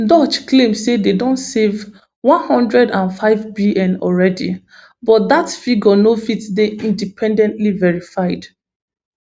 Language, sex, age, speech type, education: Nigerian Pidgin, female, 15-29, spontaneous, tertiary